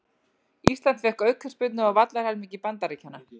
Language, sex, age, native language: Icelandic, female, 40-49, Icelandic